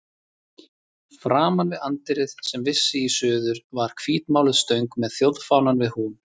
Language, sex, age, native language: Icelandic, male, 30-39, Icelandic